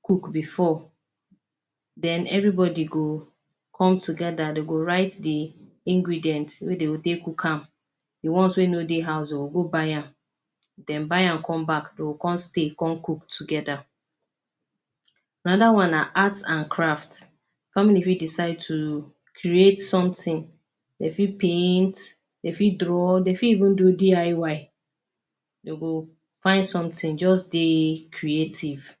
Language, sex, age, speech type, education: Nigerian Pidgin, female, 30-45, spontaneous, tertiary